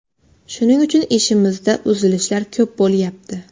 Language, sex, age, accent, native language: Uzbek, female, under 19, Xorazm, Uzbek